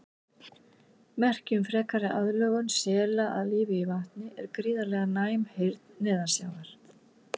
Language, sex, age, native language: Icelandic, female, 60-69, Icelandic